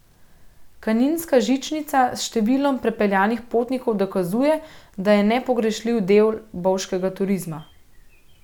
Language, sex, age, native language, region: Slovenian, female, 30-49, Slovenian, Central Slovenia